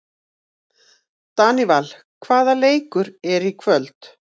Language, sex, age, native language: Icelandic, female, 40-49, Icelandic